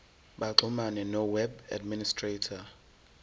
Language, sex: Zulu, male